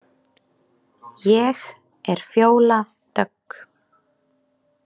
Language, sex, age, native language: Icelandic, female, 20-29, Icelandic